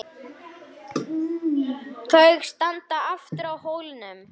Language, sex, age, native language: Icelandic, male, 9, Icelandic